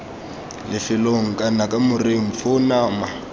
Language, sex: Tswana, male